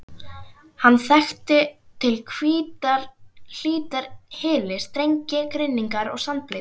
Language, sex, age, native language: Icelandic, female, 11, Icelandic